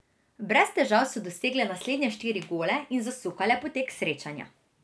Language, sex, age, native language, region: Slovenian, female, 18-29, Slovenian, Drava region